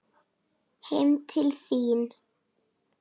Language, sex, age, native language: Icelandic, female, 9, Icelandic